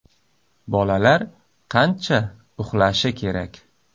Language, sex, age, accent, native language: Uzbek, male, 35+, Samarqand, Uzbek